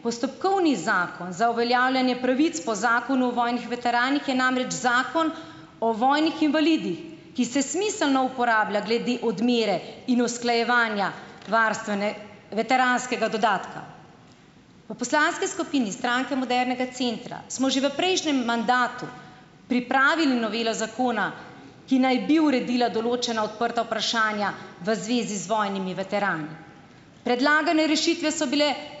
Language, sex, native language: Slovenian, female, Slovenian